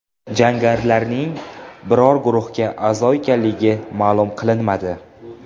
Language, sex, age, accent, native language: Uzbek, male, 18-24, Jizzax, Uzbek